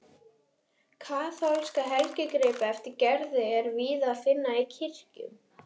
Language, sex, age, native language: Icelandic, female, 11, Icelandic